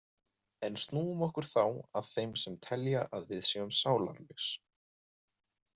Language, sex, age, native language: Icelandic, male, 20-29, Icelandic